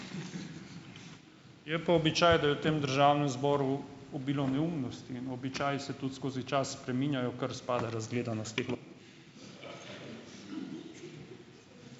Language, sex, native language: Slovenian, male, Slovenian